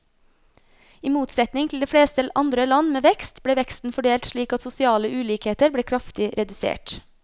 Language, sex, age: Norwegian, female, 26